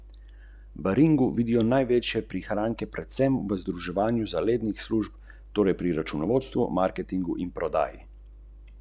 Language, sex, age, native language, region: Slovenian, male, 30-49, Slovenian, Central Slovenia